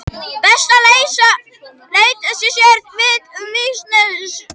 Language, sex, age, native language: Icelandic, male, 21, Icelandic